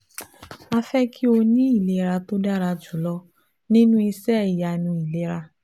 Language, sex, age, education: Yoruba, female, 15-29, tertiary